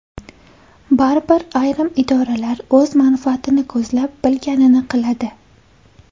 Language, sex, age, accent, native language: Uzbek, female, 18-24, Toshkent shahri, Uzbek